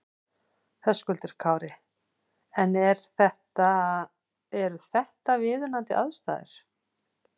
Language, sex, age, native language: Icelandic, female, 40-49, Icelandic